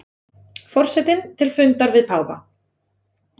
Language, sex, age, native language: Icelandic, female, 20-29, Icelandic